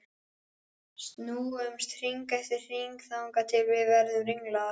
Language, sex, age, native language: Icelandic, male, 12, Icelandic